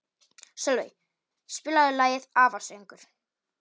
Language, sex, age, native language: Icelandic, male, 18-19, Polish